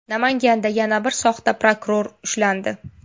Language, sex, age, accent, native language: Uzbek, female, 18-24, Namangan, Uzbek